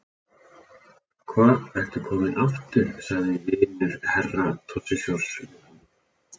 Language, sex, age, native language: Icelandic, male, 30-39, Icelandic